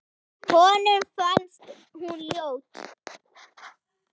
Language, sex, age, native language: Icelandic, female, 8, Icelandic